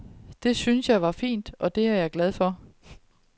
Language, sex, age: Danish, female, 30